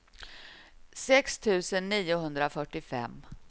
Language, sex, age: Swedish, female, 53